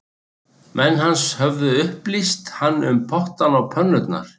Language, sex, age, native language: Icelandic, male, 60-69, Icelandic